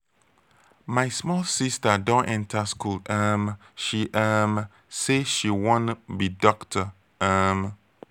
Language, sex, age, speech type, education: Nigerian Pidgin, male, 30-45, spontaneous, tertiary